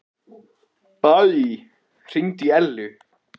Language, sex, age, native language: Icelandic, male, 14, Icelandic